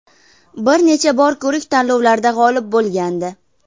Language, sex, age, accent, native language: Uzbek, female, 19-29, Farg'ona, Uzbek